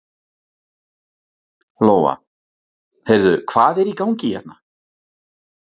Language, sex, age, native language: Icelandic, male, 40-49, Icelandic